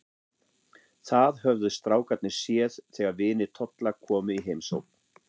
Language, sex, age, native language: Icelandic, male, 40-49, German